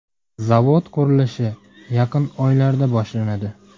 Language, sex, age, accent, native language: Uzbek, male, 19-29, Namangan, Uzbek